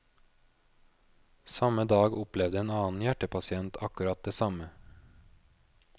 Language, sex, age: Norwegian, male, 29